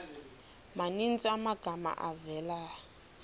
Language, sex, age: Xhosa, female, 20